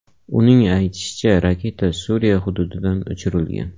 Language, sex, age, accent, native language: Uzbek, male, 25-34, Namangan, Uzbek